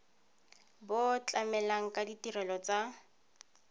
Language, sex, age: Tswana, female, 31